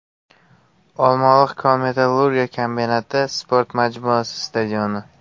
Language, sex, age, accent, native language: Uzbek, male, 18-24, Surxondaryo, Uzbek